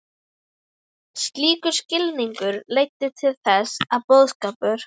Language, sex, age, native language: Icelandic, female, 11, Icelandic